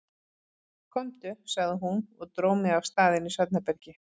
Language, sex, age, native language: Icelandic, female, 40-49, Icelandic